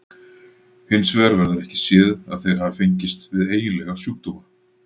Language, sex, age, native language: Icelandic, male, 40-49, Icelandic